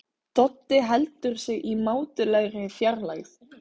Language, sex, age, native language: Icelandic, female, 15, Icelandic